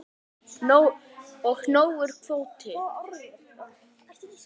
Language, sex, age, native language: Icelandic, male, 9, Icelandic